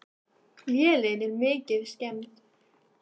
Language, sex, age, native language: Icelandic, female, 18-19, Icelandic